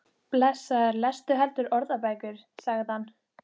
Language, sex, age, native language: Icelandic, female, 15, Icelandic